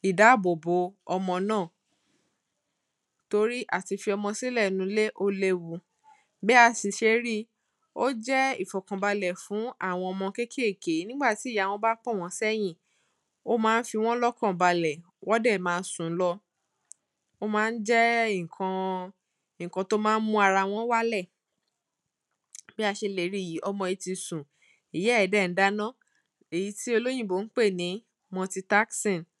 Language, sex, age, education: Yoruba, female, 15-29, tertiary